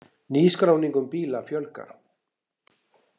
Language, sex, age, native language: Icelandic, male, 60-69, Icelandic